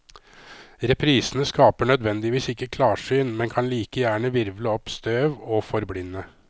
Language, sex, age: Norwegian, male, 53